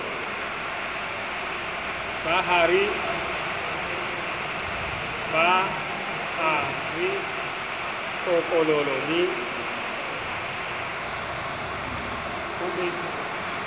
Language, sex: Southern Sotho, male